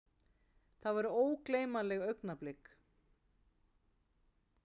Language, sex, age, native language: Icelandic, female, 40-49, Icelandic